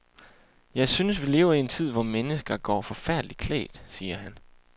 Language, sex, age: Danish, male, 28